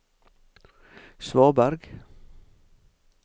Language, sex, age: Norwegian, male, 45